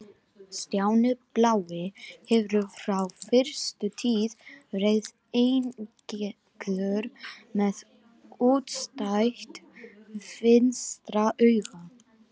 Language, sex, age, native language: Icelandic, other, 18-19, Icelandic